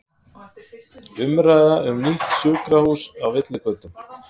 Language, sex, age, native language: Icelandic, male, 50-59, Icelandic